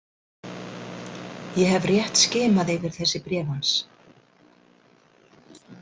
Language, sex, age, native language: Icelandic, female, 60-69, Icelandic